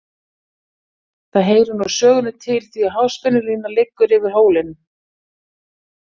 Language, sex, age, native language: Icelandic, female, 40-49, Icelandic